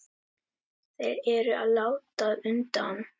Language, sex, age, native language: Icelandic, female, 10, Icelandic